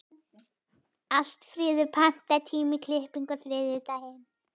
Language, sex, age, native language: Icelandic, female, 12, Icelandic